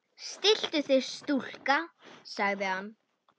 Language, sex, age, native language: Icelandic, female, 10, Icelandic